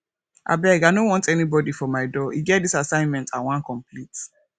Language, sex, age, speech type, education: Nigerian Pidgin, female, 15-29, spontaneous, tertiary